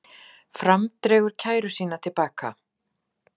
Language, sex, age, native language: Icelandic, female, 40-49, Icelandic